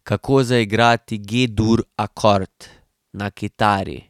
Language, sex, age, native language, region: Slovenian, male, 18-29, Slovenian, Drava region